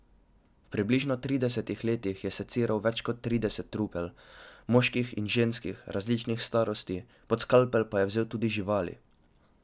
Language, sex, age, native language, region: Slovenian, male, 12-17, Slovenian, Drava region